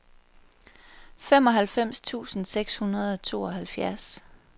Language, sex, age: Danish, female, 23